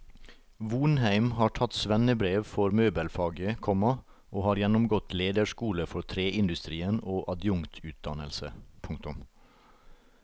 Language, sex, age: Norwegian, male, 38